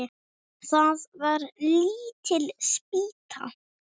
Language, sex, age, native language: Icelandic, female, 6, English